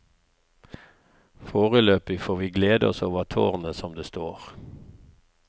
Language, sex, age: Norwegian, male, 54